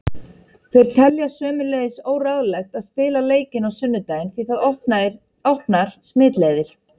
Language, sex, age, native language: Icelandic, female, 30-39, Icelandic